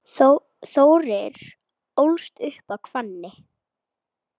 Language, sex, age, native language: Icelandic, female, 8, Icelandic